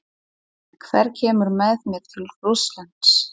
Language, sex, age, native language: Icelandic, female, 40-49, Polish